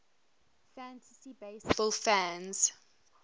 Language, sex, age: English, female, 23